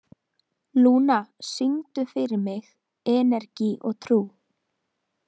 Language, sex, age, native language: Icelandic, female, 20-29, Icelandic